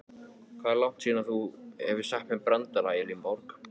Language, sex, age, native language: Icelandic, male, 14, Icelandic